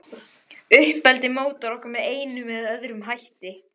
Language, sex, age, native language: Icelandic, male, 11, Icelandic